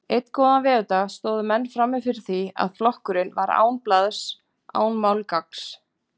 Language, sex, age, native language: Icelandic, female, 40-49, Icelandic